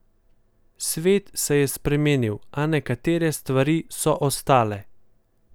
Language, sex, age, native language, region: Slovenian, male, 18-29, Slovenian, Central Slovenia